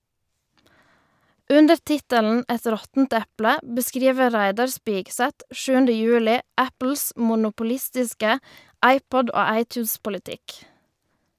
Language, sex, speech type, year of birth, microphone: Norwegian, female, read, 1990, Shure